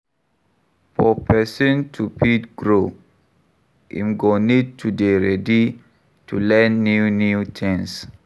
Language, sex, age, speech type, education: Nigerian Pidgin, male, 46-60, read, tertiary